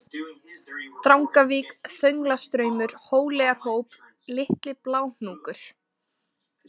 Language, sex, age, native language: Icelandic, female, 20-29, Icelandic